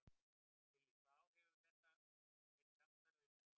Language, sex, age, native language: Icelandic, male, 60-69, Icelandic